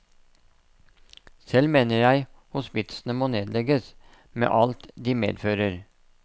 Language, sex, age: Norwegian, male, 57